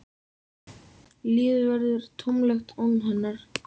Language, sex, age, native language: Icelandic, female, 7, Icelandic